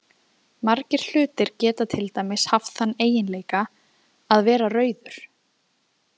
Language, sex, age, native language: Icelandic, female, 20-29, Icelandic